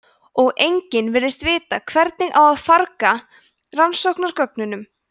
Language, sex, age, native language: Icelandic, female, 20-29, Icelandic